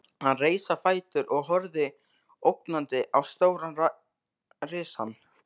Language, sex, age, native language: Icelandic, male, 13, Icelandic